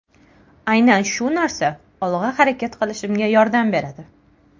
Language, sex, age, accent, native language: Uzbek, female, 18-24, Toshkent viloyati, Uzbek